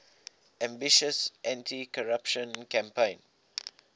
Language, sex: English, male